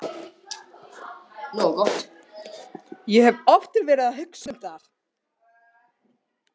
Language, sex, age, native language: Icelandic, other, 60-69, Russian